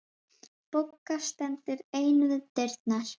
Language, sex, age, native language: Icelandic, female, 10, Icelandic